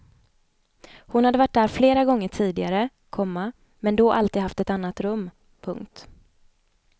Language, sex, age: Swedish, female, 29